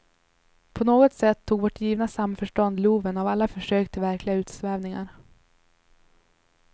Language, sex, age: Swedish, female, 21